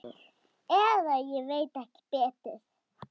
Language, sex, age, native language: Icelandic, female, 10, Icelandic